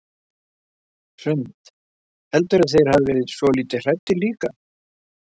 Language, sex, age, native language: Icelandic, male, 70-79, Icelandic